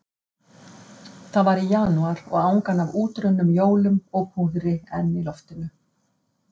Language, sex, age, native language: Icelandic, female, 50-59, Icelandic